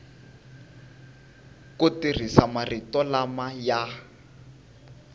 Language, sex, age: Tsonga, male, 19